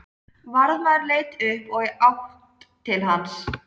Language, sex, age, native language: Icelandic, male, 13, Icelandic